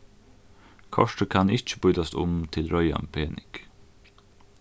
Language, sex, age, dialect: Faroese, male, 15-35, Norðuroyggjar